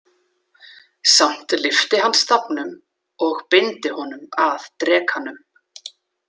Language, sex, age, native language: Icelandic, female, 40-49, Icelandic